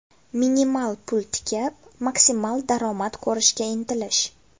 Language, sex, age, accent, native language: Uzbek, female, 18-24, Toshkent viloyati, Uzbek